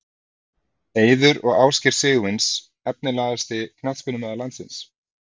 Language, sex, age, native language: Icelandic, male, 30-39, Icelandic